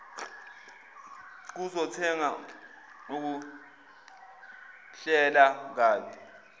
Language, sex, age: Zulu, male, 18